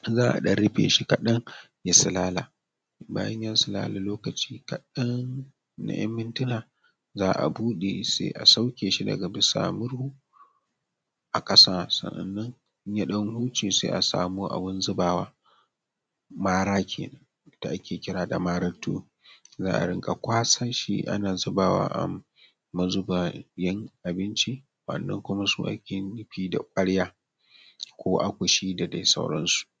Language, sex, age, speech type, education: Hausa, male, 15-29, spontaneous, tertiary